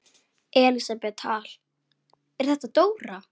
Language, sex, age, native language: Icelandic, female, 9, Icelandic